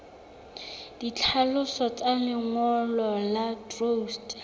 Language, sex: Southern Sotho, female